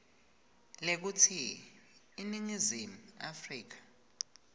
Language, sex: Swati, male